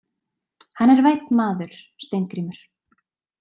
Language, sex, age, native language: Icelandic, female, 20-29, Icelandic